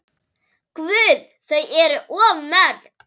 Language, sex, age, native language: Icelandic, female, 8, Icelandic